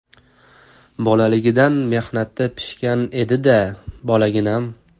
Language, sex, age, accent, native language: Uzbek, male, 18-24, Toshkent shahri, Uzbek